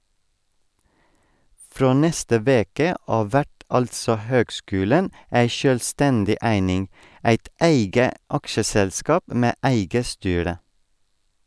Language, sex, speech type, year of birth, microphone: Norwegian, male, read, 1984, Sennheiser